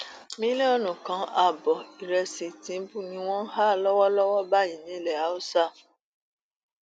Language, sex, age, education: Yoruba, female, 30-45, tertiary